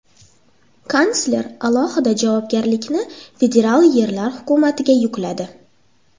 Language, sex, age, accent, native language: Uzbek, female, under 19, Toshkent shahri, Uzbek